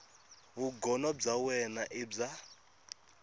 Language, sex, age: Tsonga, male, 26